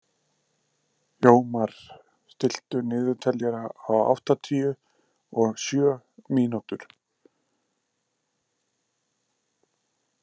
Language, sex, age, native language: Icelandic, male, 50-59, Icelandic